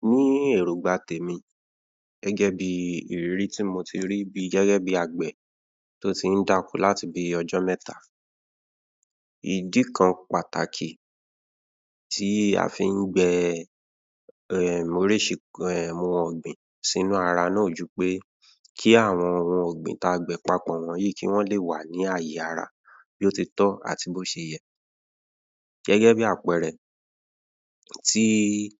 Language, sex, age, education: Yoruba, male, 15-29, tertiary